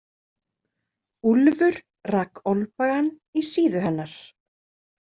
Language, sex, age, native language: Icelandic, female, 30-39, Icelandic